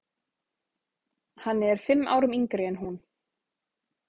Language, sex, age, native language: Icelandic, female, 30-39, Icelandic